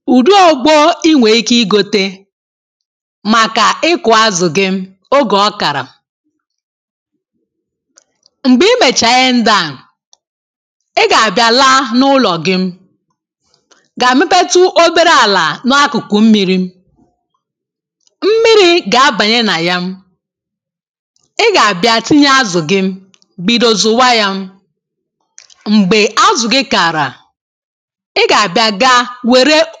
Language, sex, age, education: Igbo, female, 30-45, tertiary